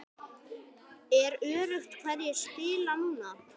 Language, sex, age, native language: Icelandic, male, 10, Icelandic